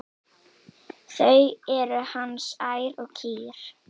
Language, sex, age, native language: Icelandic, female, 18-19, Icelandic